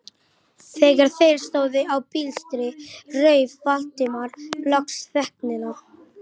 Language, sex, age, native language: Icelandic, male, 11, Icelandic